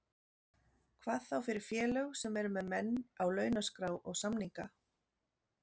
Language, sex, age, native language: Icelandic, female, 40-49, Icelandic